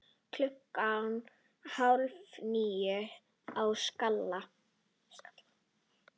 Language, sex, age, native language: Icelandic, female, 9, Icelandic